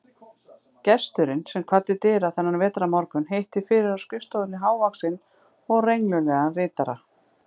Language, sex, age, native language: Icelandic, female, 50-59, Icelandic